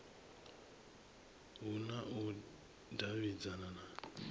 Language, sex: Venda, male